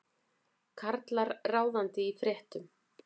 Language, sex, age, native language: Icelandic, female, 40-49, Icelandic